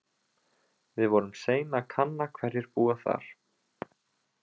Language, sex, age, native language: Icelandic, male, 20-29, Icelandic